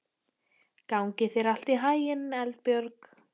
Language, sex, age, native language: Icelandic, female, 14, Icelandic